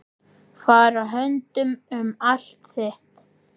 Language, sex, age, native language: Icelandic, male, 10, Icelandic